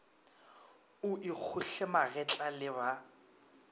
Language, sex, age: Northern Sotho, male, 24